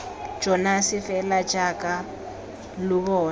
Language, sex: Tswana, female